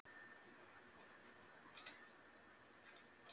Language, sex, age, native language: Icelandic, female, 50-59, Icelandic